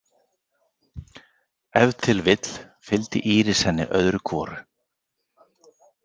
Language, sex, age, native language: Icelandic, male, 40-49, Icelandic